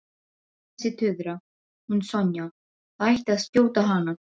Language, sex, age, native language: Icelandic, female, 12, Serbo-Croatian